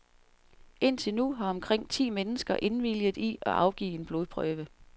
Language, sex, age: Danish, female, 47